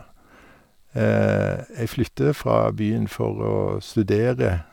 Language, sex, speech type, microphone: Norwegian, male, spontaneous, Sennheiser